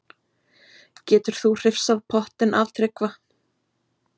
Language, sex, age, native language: Icelandic, female, 20-29, Icelandic